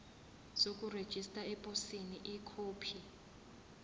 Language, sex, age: Zulu, female, 24